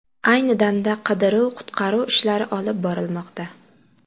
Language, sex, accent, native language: Uzbek, female, Qashqadaryo, Uzbek